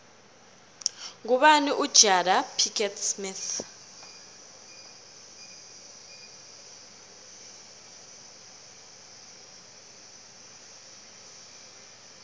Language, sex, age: South Ndebele, female, 21